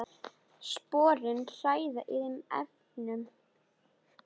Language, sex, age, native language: Icelandic, female, 10, Icelandic